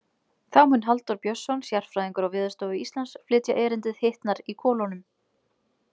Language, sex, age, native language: Icelandic, female, 20-29, Icelandic